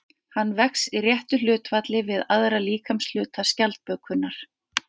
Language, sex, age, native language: Icelandic, female, 50-59, Icelandic